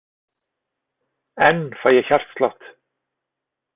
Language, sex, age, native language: Icelandic, male, 40-49, Icelandic